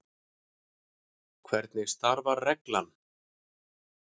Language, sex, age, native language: Icelandic, male, 6, Icelandic